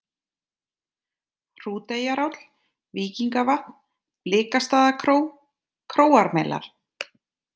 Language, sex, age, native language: Icelandic, female, 30-39, Icelandic